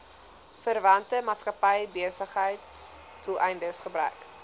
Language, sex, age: Afrikaans, female, 19